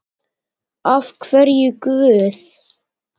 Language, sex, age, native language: Icelandic, male, 9, Icelandic